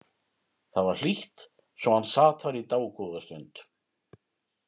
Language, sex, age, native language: Icelandic, male, 50-59, Icelandic